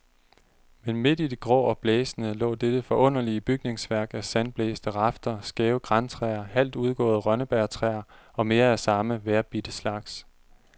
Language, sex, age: Danish, male, 30